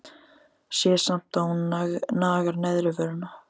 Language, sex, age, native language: Icelandic, male, 14, Icelandic